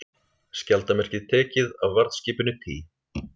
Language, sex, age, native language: Icelandic, male, 30-39, Icelandic